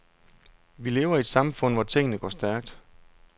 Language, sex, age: Danish, male, 32